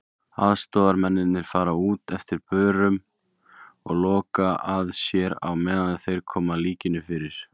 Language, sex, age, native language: Icelandic, male, 20-29, Icelandic